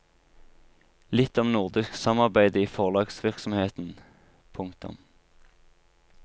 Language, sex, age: Norwegian, male, 23